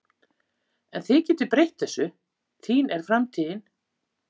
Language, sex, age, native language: Icelandic, female, 50-59, Icelandic